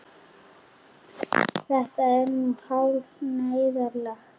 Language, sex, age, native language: Icelandic, female, 40-49, Icelandic